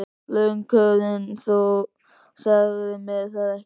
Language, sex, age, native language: Icelandic, male, 13, Icelandic